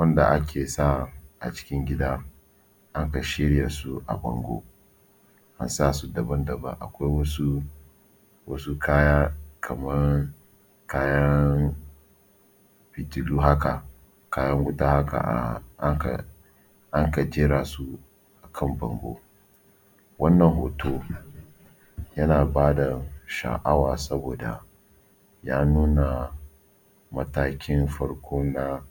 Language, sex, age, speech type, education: Hausa, male, 30-45, spontaneous, tertiary